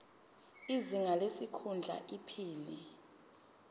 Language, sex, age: Zulu, female, 22